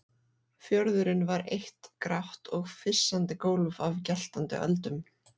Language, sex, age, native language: Icelandic, female, 40-49, Icelandic